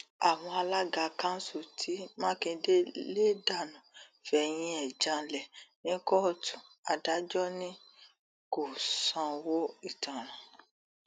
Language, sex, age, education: Yoruba, female, 30-45, tertiary